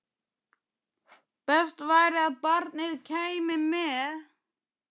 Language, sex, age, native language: Icelandic, male, 12, Icelandic